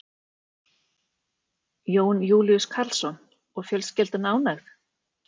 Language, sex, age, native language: Icelandic, female, 40-49, Icelandic